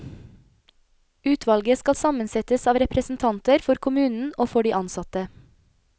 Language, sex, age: Norwegian, female, 25